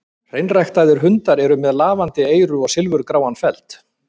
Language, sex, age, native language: Icelandic, male, 50-59, Icelandic